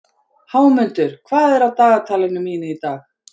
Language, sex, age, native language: Icelandic, female, 40-49, Icelandic